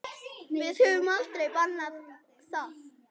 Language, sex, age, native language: Icelandic, female, 8, Icelandic